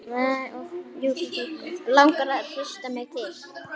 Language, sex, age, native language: Icelandic, female, 8, Icelandic